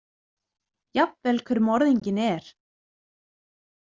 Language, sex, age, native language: Icelandic, female, 20-29, Icelandic